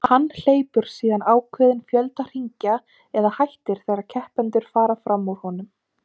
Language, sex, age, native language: Icelandic, female, 30-39, Icelandic